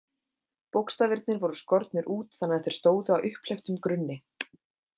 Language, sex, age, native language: Icelandic, female, 20-29, Icelandic